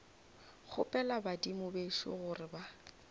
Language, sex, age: Northern Sotho, female, 24